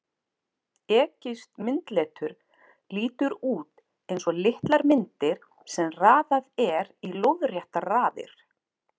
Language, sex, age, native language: Icelandic, female, 40-49, Icelandic